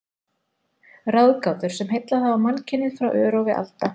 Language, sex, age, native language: Icelandic, female, 40-49, Icelandic